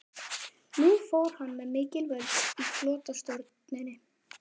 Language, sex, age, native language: Icelandic, male, 11, Icelandic